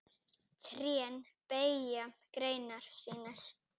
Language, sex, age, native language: Icelandic, female, 9, Icelandic